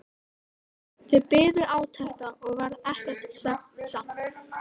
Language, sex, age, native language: Icelandic, female, 13, Icelandic